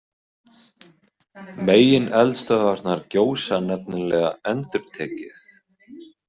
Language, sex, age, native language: Icelandic, male, 20-29, Icelandic